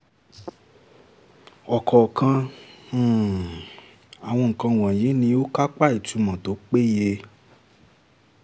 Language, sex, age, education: Yoruba, male, 15-29, tertiary